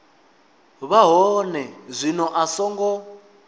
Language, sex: Venda, male